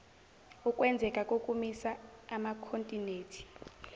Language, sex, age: Zulu, female, 17